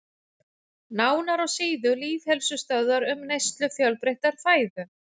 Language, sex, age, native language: Icelandic, female, 40-49, Icelandic